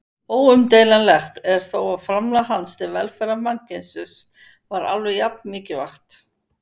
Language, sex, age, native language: Icelandic, female, 50-59, Icelandic